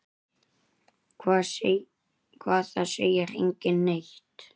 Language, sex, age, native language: Icelandic, male, 9, Icelandic